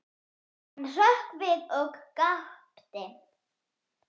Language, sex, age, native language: Icelandic, female, 9, Icelandic